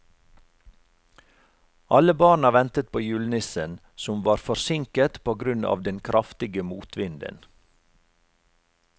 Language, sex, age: Norwegian, male, 45